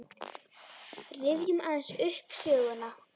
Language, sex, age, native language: Icelandic, female, 10, Icelandic